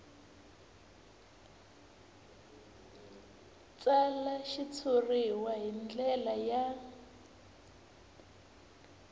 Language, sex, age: Tsonga, female, 24